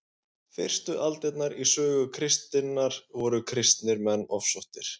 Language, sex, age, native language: Icelandic, male, 20-29, Icelandic